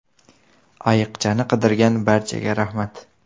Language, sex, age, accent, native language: Uzbek, male, 18-24, Namangan, Uzbek